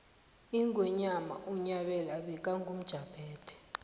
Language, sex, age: South Ndebele, female, 19